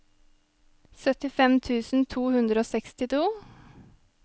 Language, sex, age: Norwegian, female, 23